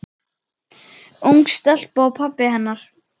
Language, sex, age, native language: Icelandic, male, 10, Icelandic